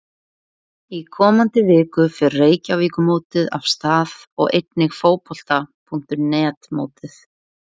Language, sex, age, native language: Icelandic, female, 20-29, Icelandic